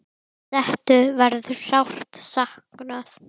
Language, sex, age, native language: Icelandic, female, 10, Icelandic